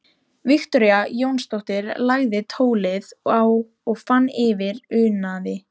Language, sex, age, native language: Icelandic, female, 13, Icelandic